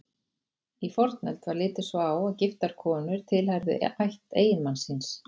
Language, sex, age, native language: Icelandic, female, 40-49, Icelandic